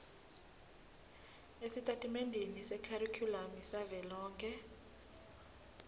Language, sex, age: Swati, female, 19